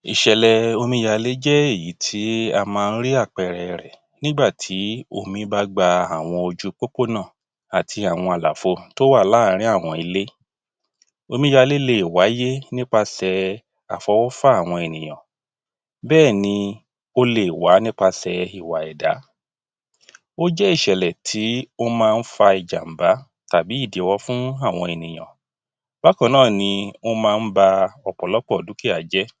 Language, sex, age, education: Yoruba, male, 30-45, tertiary